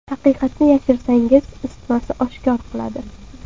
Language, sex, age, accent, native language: Uzbek, female, 18-24, Surxondaryo, Uzbek